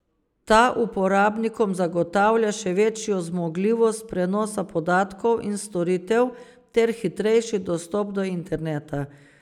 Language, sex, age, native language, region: Slovenian, female, 50-59, Slovenian, Savinja region